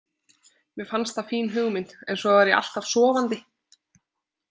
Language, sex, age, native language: Icelandic, female, 20-29, Icelandic